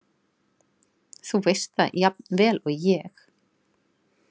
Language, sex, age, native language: Icelandic, female, 40-49, Icelandic